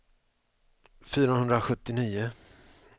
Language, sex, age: Swedish, male, 45